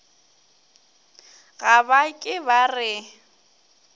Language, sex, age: Northern Sotho, female, 21